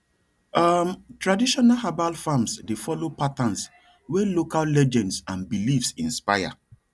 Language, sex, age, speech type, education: Nigerian Pidgin, male, 30-45, spontaneous, tertiary